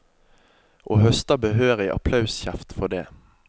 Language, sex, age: Norwegian, male, 25